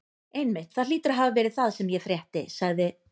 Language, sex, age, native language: Icelandic, female, 20-29, Icelandic